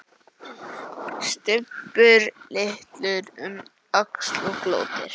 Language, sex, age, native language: Icelandic, male, 11, English